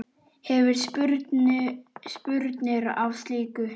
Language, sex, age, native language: Icelandic, male, 9, Icelandic